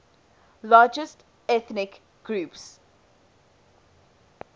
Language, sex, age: English, female, 18